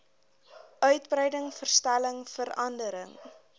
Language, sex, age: Afrikaans, female, 20